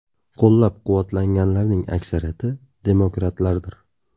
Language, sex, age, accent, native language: Uzbek, male, 25-34, Namangan, Uzbek